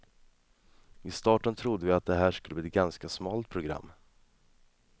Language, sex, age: Swedish, male, 26